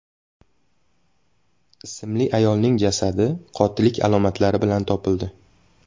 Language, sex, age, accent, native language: Uzbek, male, 19-29, Xorazm, Uzbek